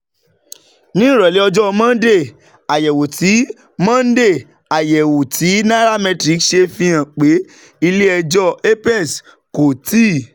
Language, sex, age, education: Yoruba, male, 30-45, tertiary